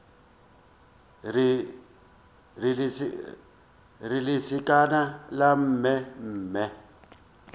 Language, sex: Northern Sotho, male